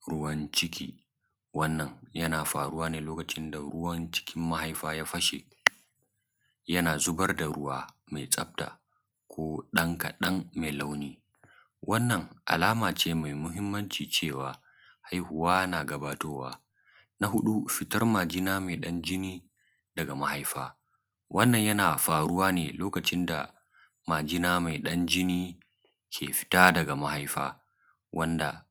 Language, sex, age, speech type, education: Hausa, male, 15-29, spontaneous, secondary